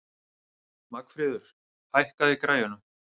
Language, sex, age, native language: Icelandic, male, 30-39, Icelandic